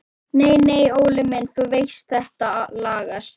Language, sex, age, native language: Icelandic, female, 11, Icelandic